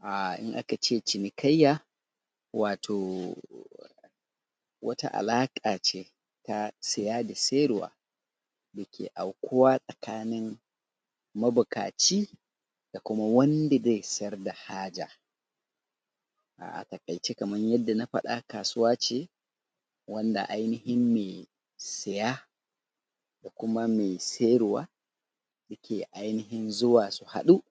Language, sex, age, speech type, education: Hausa, male, 30-45, spontaneous, tertiary